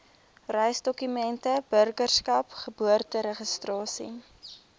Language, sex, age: Afrikaans, female, 23